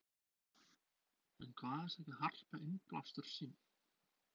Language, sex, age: Icelandic, male, 20-29